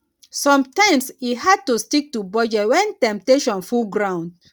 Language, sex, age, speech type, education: Nigerian Pidgin, female, 30-45, spontaneous, tertiary